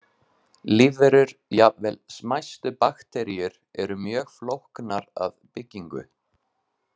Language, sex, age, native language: Icelandic, male, 20-29, Icelandic